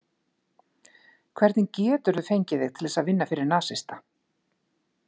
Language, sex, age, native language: Icelandic, female, 50-59, Icelandic